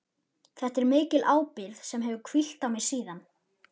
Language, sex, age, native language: Icelandic, male, 11, Icelandic